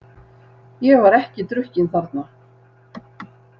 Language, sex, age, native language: Icelandic, female, 60-69, Icelandic